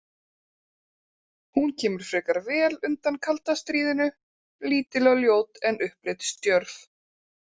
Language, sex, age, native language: Icelandic, female, 30-39, Icelandic